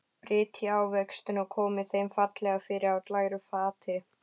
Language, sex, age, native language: Icelandic, female, 12, Icelandic